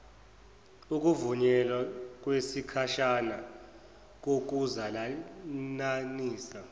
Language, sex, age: Zulu, male, 24